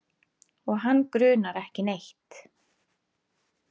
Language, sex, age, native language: Icelandic, female, 30-39, Icelandic